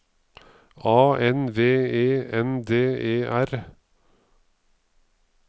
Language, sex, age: Norwegian, male, 55